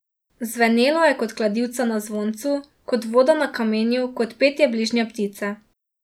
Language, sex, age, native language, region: Slovenian, female, 18-29, Slovenian, Drava region